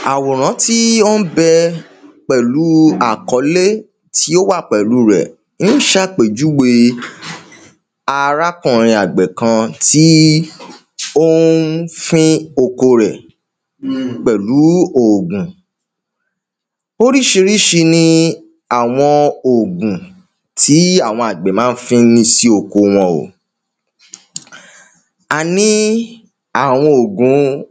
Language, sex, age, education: Yoruba, male, 15-29, tertiary